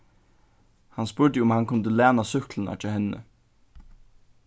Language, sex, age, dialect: Faroese, male, 15-35, Suðurstreymoy